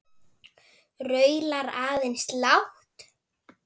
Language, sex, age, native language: Icelandic, female, 9, Icelandic